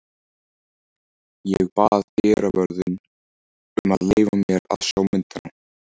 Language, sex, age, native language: Icelandic, male, 14, Icelandic